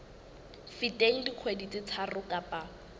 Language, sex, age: Southern Sotho, female, 19